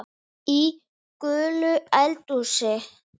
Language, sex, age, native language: Icelandic, male, 8, Icelandic